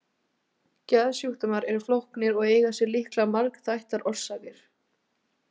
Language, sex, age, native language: Icelandic, female, 18-19, Icelandic